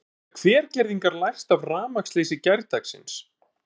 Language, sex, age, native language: Icelandic, male, 30-39, Icelandic